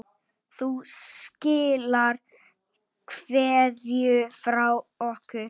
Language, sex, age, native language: Icelandic, male, 8, Icelandic